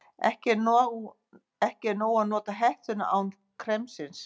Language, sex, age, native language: Icelandic, female, 50-59, Icelandic